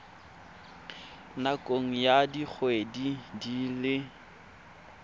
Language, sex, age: Tswana, male, 24